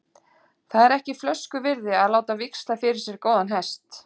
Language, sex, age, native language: Icelandic, female, 40-49, Icelandic